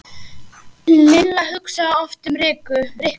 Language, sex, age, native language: Icelandic, male, 8, Icelandic